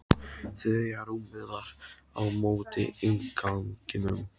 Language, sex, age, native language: Icelandic, male, 12, Icelandic